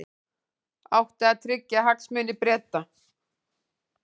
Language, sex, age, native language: Icelandic, female, 40-49, Icelandic